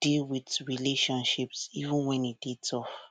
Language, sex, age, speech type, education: Nigerian Pidgin, female, 15-29, spontaneous, tertiary